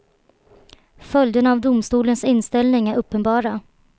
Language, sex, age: Swedish, female, 23